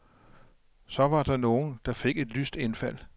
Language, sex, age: Danish, male, 57